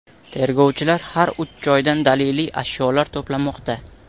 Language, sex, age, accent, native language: Uzbek, male, 18-24, Samarqand, Uzbek